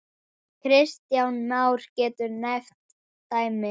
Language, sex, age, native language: Icelandic, female, 10, Icelandic